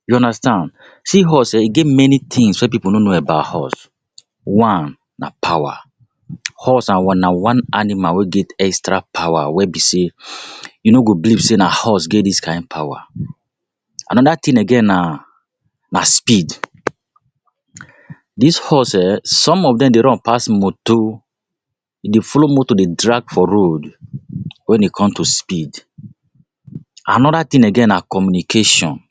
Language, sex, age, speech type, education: Nigerian Pidgin, male, 46-60, spontaneous, tertiary